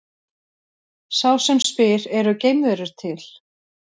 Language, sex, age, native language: Icelandic, female, 30-39, Icelandic